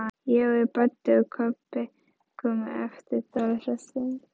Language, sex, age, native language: Icelandic, female, 11, Icelandic